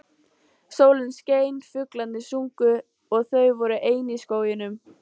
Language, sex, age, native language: Icelandic, female, 14, Icelandic